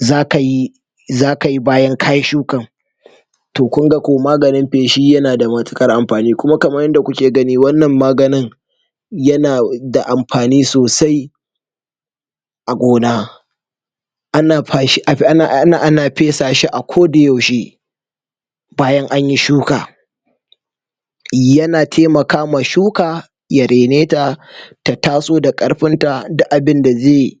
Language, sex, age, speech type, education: Hausa, male, 46-60, spontaneous, tertiary